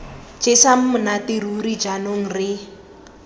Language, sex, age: Tswana, female, 19